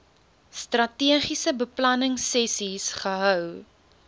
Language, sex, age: Afrikaans, female, 19